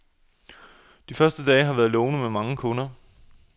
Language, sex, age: Danish, male, 28